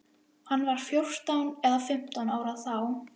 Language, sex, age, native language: Icelandic, female, 11, Icelandic